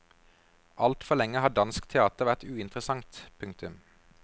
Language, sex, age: Norwegian, male, 32